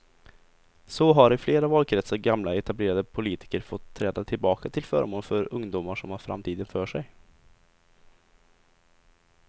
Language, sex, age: Swedish, male, 20